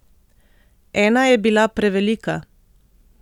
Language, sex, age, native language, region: Slovenian, female, 30-49, Slovenian, Central Slovenia